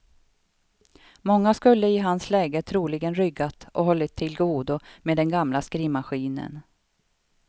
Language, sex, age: Swedish, female, 52